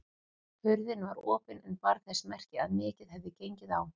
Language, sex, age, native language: Icelandic, female, 40-49, Icelandic